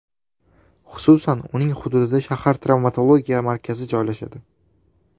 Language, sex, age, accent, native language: Uzbek, male, 12-17, Toshkent shahri, Uzbek